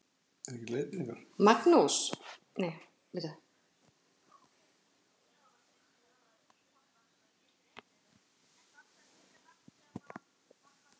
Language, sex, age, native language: Icelandic, female, 40-49, Icelandic